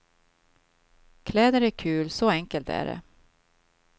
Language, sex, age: Swedish, female, 52